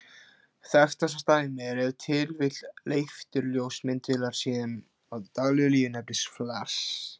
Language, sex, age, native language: Icelandic, male, 16, Icelandic